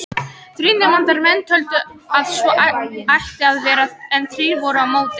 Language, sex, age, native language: Icelandic, female, 18-19, Icelandic